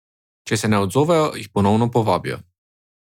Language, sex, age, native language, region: Slovenian, male, 18-29, Slovenian, Drava region